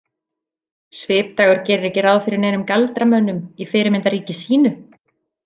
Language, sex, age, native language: Icelandic, female, 40-49, Icelandic